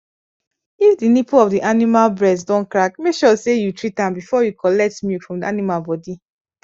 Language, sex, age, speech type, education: Nigerian Pidgin, female, 15-29, spontaneous, tertiary